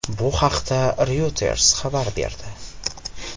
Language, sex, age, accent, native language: Uzbek, male, 18-24, Farg'ona, Uzbek